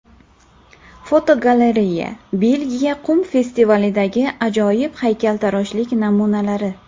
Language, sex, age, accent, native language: Uzbek, female, under 19, Farg'ona, Uzbek